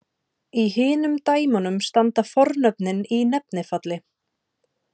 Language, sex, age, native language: Icelandic, female, 30-39, Icelandic